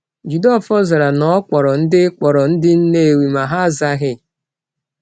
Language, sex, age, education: Igbo, female, 30-45, tertiary